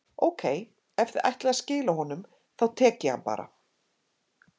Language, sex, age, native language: Icelandic, female, 50-59, Icelandic